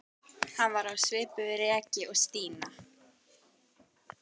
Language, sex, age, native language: Icelandic, female, 12, Icelandic